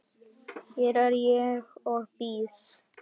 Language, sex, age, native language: Icelandic, other, 60-69, Icelandic